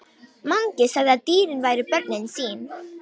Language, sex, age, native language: Icelandic, female, 18-19, Romanian